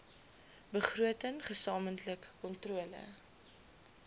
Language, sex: Afrikaans, female